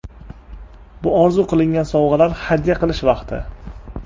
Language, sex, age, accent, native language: Uzbek, male, 25-34, Toshkent shahri, Uzbek